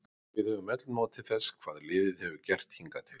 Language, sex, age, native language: Icelandic, male, 40-49, Icelandic